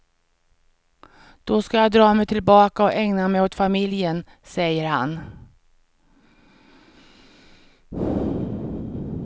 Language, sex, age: Swedish, female, 49